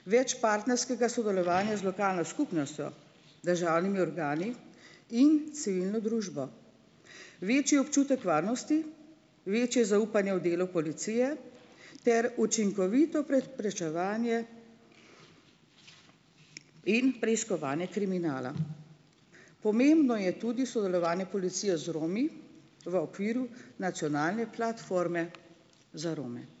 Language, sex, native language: Slovenian, female, Slovenian